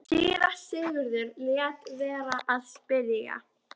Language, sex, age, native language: Icelandic, female, 13, Icelandic